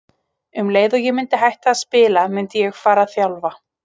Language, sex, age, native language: Icelandic, female, 30-39, Icelandic